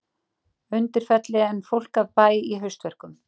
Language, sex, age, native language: Icelandic, female, 40-49, Icelandic